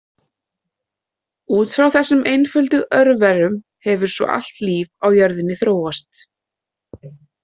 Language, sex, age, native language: Icelandic, female, 30-39, Icelandic